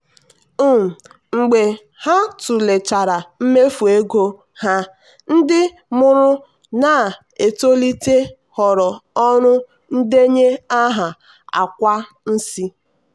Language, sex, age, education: Igbo, female, 15-29, tertiary